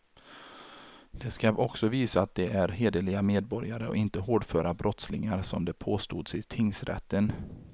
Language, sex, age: Swedish, male, 33